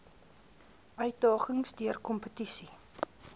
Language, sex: Afrikaans, female